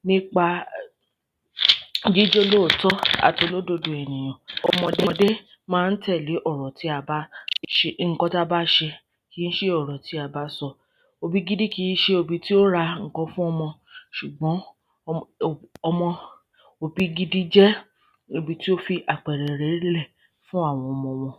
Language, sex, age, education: Yoruba, female, 30-45, primary